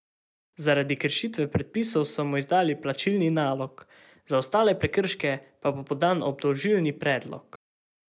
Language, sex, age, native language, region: Slovenian, male, 18-29, Slovenian, Savinja region